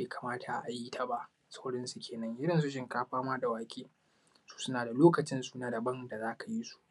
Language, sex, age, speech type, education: Hausa, male, 15-29, spontaneous, tertiary